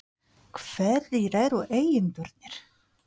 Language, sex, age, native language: Icelandic, female, 40-49, Polish